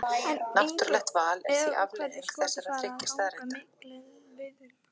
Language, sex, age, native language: Icelandic, female, 11, Icelandic